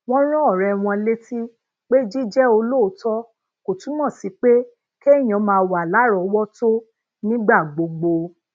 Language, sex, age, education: Yoruba, female, 30-45, tertiary